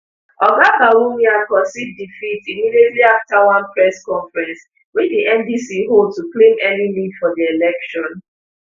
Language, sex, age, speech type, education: Nigerian Pidgin, female, 15-29, spontaneous, tertiary